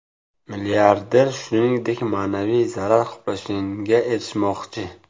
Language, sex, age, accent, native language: Uzbek, male, 18-24, Samarqand, Uzbek